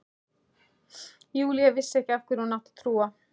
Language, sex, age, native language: Icelandic, male, 11, Icelandic